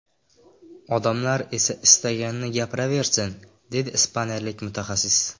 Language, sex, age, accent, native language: Uzbek, male, under 19, Qashqadaryo, Uzbek